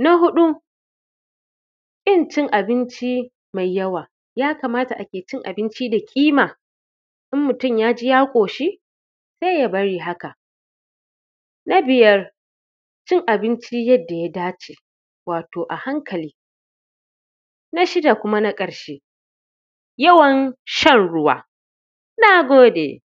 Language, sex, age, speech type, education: Hausa, female, 30-45, spontaneous, tertiary